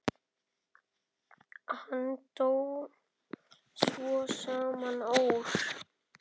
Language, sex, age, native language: Icelandic, male, 9, Icelandic